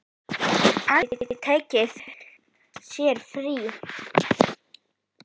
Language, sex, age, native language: Icelandic, female, 10, Icelandic